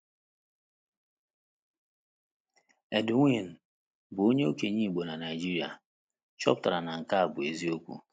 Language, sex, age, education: Igbo, male, 30-45, tertiary